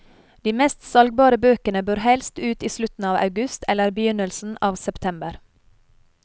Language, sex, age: Norwegian, female, 30